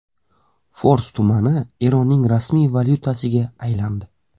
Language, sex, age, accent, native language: Uzbek, male, 18-24, Surxondaryo, Uzbek